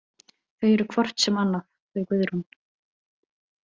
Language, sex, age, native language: Icelandic, female, 18-19, Icelandic